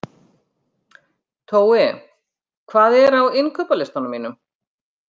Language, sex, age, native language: Icelandic, female, 50-59, Icelandic